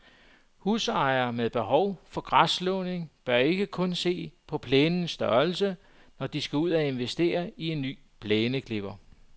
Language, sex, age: Danish, male, 44